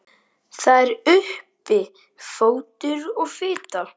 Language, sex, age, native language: Icelandic, male, 12, Icelandic